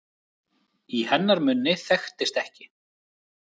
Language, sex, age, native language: Icelandic, male, 30-39, Icelandic